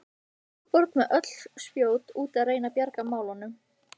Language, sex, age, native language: Icelandic, female, 15, Icelandic